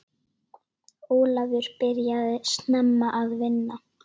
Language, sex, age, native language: Icelandic, female, 9, Icelandic